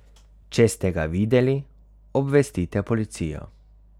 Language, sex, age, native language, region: Slovenian, male, 30-49, Slovenian, Carinthia region